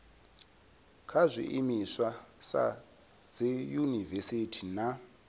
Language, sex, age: Venda, male, 22